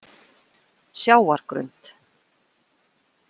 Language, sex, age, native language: Icelandic, female, 40-49, Icelandic